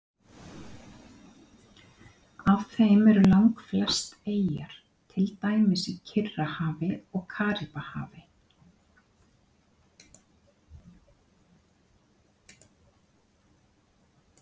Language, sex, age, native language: Icelandic, female, 50-59, Icelandic